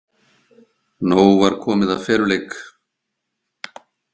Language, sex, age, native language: Icelandic, male, 50-59, Icelandic